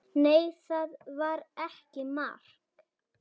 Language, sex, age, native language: Icelandic, female, 7, Icelandic